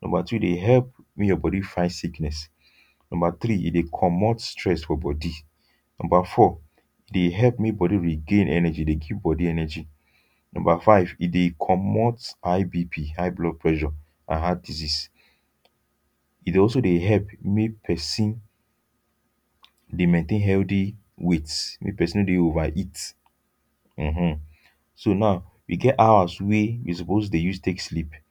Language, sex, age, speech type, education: Nigerian Pidgin, male, 15-29, spontaneous, tertiary